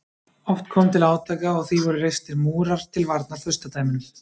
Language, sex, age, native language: Icelandic, male, 30-39, Icelandic